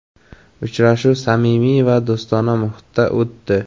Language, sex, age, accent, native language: Uzbek, male, 18-24, Samarqand, Uzbek